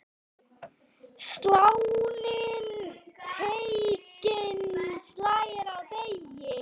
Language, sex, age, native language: Icelandic, male, 8, Icelandic